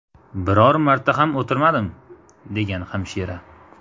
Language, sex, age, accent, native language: Uzbek, male, 18-24, Jizzax, Uzbek